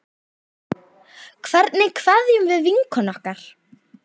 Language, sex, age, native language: Icelandic, male, 9, Icelandic